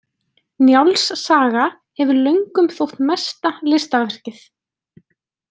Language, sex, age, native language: Icelandic, female, 20-29, Icelandic